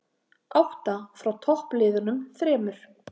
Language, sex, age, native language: Icelandic, female, 30-39, Icelandic